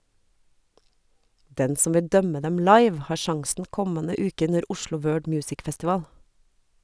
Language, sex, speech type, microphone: Norwegian, female, read, Sennheiser